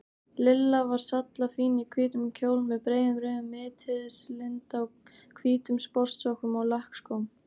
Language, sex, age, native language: Icelandic, female, 18-19, Icelandic